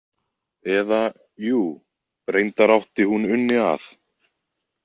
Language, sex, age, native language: Icelandic, male, 20-29, Icelandic